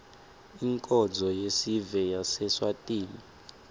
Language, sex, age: Swati, male, 20